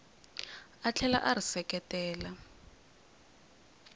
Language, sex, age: Tsonga, female, 20